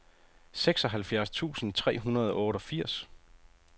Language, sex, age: Danish, male, 30